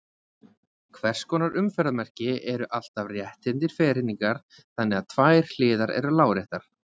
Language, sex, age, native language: Icelandic, male, 20-29, Icelandic